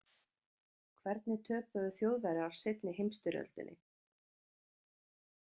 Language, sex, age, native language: Icelandic, female, 40-49, Icelandic